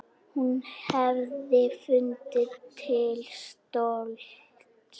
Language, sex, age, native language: Icelandic, female, 10, Icelandic